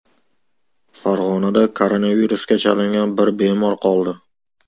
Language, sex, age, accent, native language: Uzbek, male, 18-24, Farg'ona, Uzbek